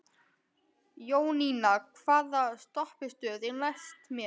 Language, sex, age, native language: Icelandic, male, 12, Icelandic